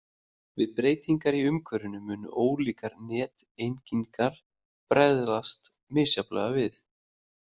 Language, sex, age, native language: Icelandic, male, 30-39, Icelandic